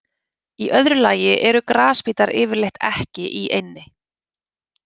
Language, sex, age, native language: Icelandic, female, 30-39, Icelandic